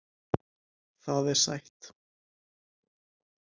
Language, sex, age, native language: Icelandic, male, 18-19, Icelandic